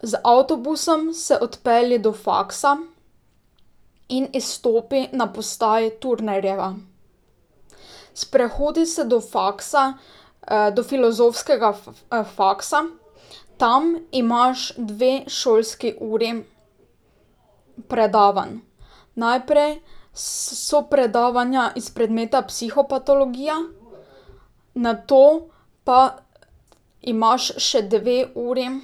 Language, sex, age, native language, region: Slovenian, female, 18-29, Slovenian, Drava region